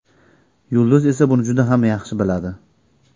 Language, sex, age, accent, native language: Uzbek, male, 25-34, Andijon, Uzbek